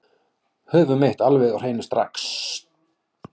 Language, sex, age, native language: Icelandic, male, 40-49, Icelandic